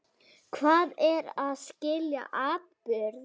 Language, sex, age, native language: Icelandic, female, 7, Icelandic